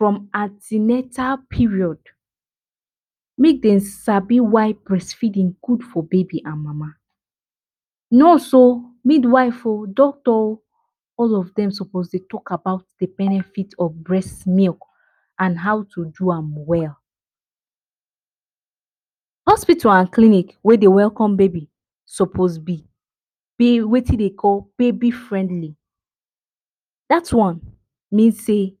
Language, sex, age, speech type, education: Nigerian Pidgin, female, 15-29, spontaneous, tertiary